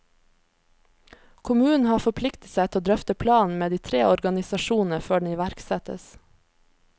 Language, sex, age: Norwegian, female, 26